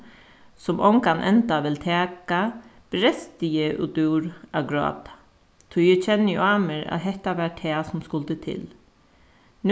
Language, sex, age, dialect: Faroese, female, 36-60, Suðuroy